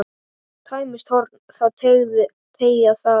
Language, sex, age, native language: Icelandic, male, 8, Icelandic